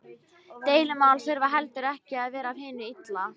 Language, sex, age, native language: Icelandic, female, 13, Icelandic